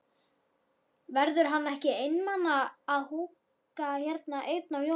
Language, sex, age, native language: Icelandic, female, 12, Icelandic